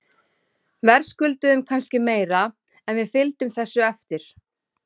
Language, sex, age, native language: Icelandic, female, 30-39, Icelandic